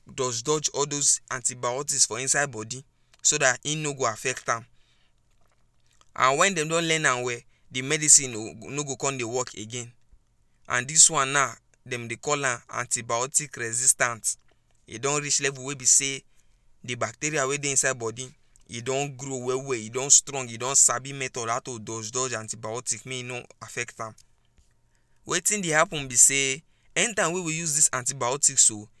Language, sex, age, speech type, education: Nigerian Pidgin, female, 15-29, spontaneous, tertiary